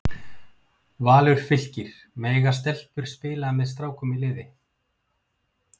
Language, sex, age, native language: Icelandic, male, 50-59, Icelandic